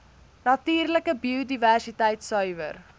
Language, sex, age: Afrikaans, female, 19